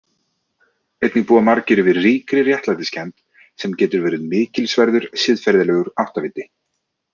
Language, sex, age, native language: Icelandic, male, 30-39, Icelandic